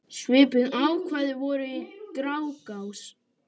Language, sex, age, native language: Icelandic, male, 10, Icelandic